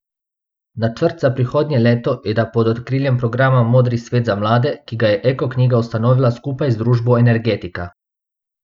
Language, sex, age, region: Slovenian, male, 18-29, Abroad